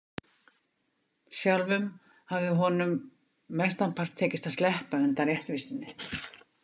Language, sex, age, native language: Icelandic, female, 50-59, Icelandic